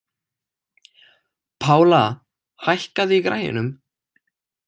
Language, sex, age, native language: Icelandic, male, 18-19, Icelandic